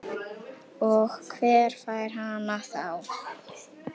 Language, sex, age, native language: Icelandic, female, 18-19, Icelandic